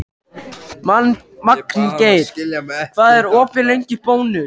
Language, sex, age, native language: Icelandic, male, 14, Icelandic